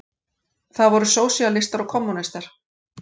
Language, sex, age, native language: Icelandic, female, 40-49, Icelandic